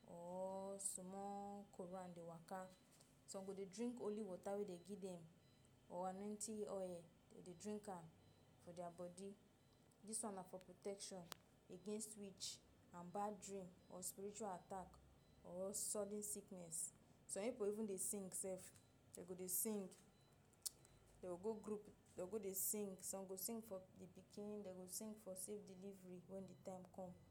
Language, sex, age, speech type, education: Nigerian Pidgin, female, 46-60, spontaneous, tertiary